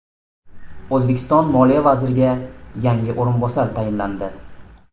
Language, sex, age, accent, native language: Uzbek, male, 25-34, Namangan, Uzbek